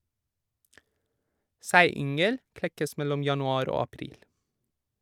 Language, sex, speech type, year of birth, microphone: Norwegian, male, read, 1987, Shure